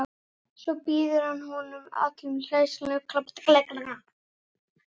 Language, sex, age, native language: Icelandic, female, 12, Icelandic